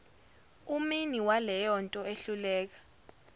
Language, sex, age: Zulu, female, 17